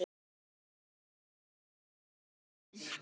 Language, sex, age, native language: Icelandic, male, 9, Icelandic